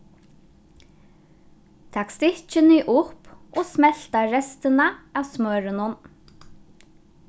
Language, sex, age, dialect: Faroese, female, 15-35, Norðuroyggjar